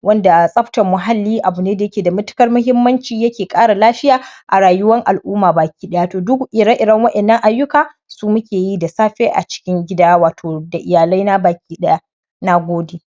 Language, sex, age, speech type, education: Hausa, male, 15-29, spontaneous, primary